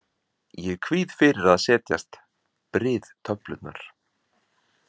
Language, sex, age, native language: Icelandic, male, 40-49, Icelandic